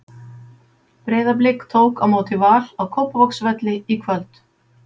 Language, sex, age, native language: Icelandic, female, 50-59, Icelandic